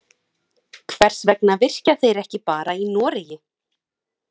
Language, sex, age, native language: Icelandic, female, 30-39, Icelandic